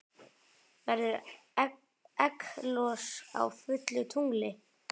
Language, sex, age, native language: Icelandic, male, 10, Icelandic